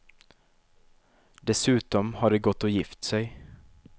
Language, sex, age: Swedish, male, 23